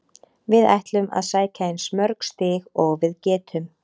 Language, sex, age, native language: Icelandic, female, 30-39, Icelandic